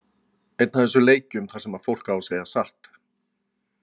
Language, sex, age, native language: Icelandic, male, 40-49, Icelandic